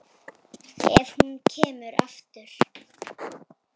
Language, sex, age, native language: Icelandic, female, 7, Icelandic